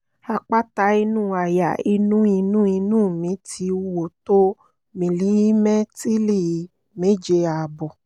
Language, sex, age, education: Yoruba, female, 30-45, tertiary